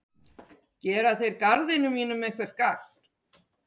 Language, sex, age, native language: Icelandic, female, 50-59, Icelandic